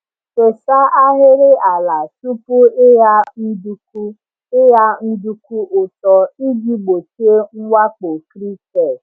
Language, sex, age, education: Igbo, female, 30-45, tertiary